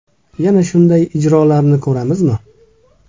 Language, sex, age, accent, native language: Uzbek, male, 25-34, Toshkent viloyati, Uzbek